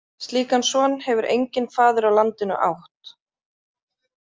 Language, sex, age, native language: Icelandic, female, 30-39, Icelandic